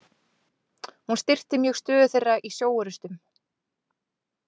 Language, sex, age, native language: Icelandic, female, 20-29, Icelandic